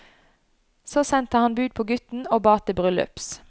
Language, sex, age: Norwegian, female, 29